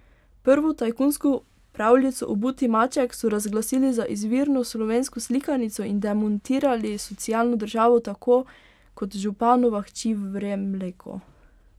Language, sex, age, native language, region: Slovenian, female, 18-29, Slovenian, Pomurje region